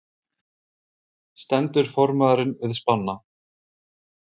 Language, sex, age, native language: Icelandic, male, 30-39, Icelandic